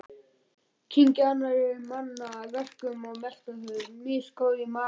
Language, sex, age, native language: Icelandic, male, 11, Icelandic